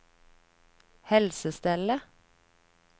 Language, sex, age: Norwegian, female, 30